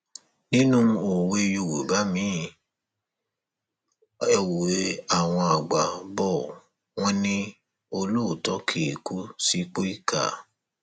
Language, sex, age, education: Yoruba, male, 30-45, tertiary